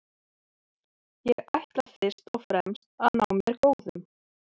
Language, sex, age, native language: Icelandic, female, 30-39, Icelandic